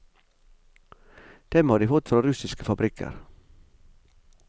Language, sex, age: Norwegian, male, 45